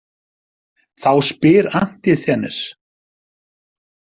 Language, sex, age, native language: Icelandic, male, 50-59, Icelandic